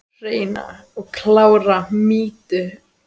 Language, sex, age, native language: Icelandic, female, 10, Icelandic